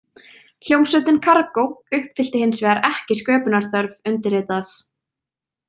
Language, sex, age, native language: Icelandic, female, 20-29, Icelandic